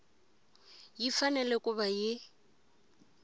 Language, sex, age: Tsonga, female, 20